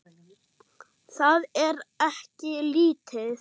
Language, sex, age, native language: Icelandic, male, 6, German